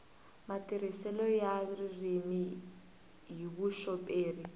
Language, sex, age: Tsonga, female, 18